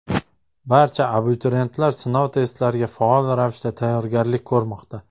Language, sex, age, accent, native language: Uzbek, male, 19-29, Qoraqalpog'iston, Uzbek